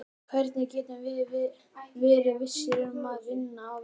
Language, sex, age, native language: Icelandic, male, 12, Icelandic